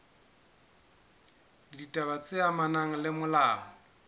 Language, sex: Southern Sotho, male